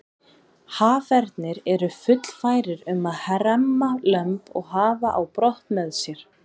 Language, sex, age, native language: Icelandic, female, 20-29, Icelandic